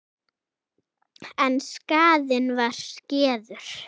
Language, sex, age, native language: Icelandic, female, 7, Icelandic